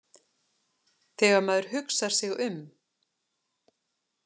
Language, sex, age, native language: Icelandic, female, 40-49, Icelandic